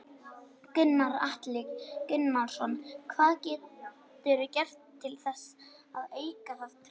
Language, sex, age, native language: Icelandic, male, 18-19, Icelandic